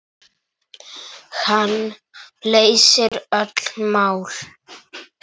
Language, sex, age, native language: Icelandic, male, 9, Icelandic